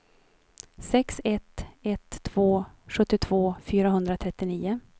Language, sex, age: Swedish, female, 43